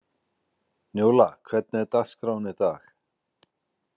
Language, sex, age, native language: Icelandic, male, 40-49, Icelandic